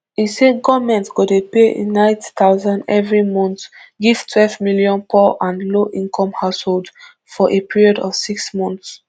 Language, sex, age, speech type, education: Nigerian Pidgin, female, 15-29, spontaneous, tertiary